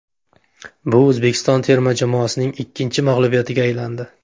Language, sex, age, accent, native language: Uzbek, male, 25-34, Farg'ona, Uzbek